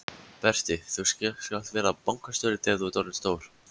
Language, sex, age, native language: Icelandic, male, 14, Icelandic